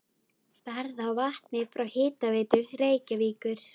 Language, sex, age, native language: Icelandic, female, 13, Icelandic